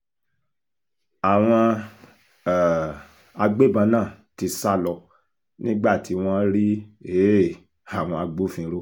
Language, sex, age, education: Yoruba, male, 46-60, tertiary